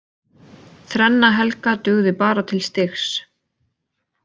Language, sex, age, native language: Icelandic, female, 20-29, Icelandic